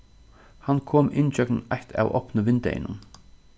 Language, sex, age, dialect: Faroese, male, 36-60, Suðurstreymoy